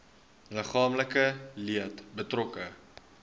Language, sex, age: Afrikaans, male, 19